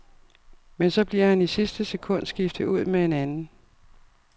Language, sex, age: Danish, female, 52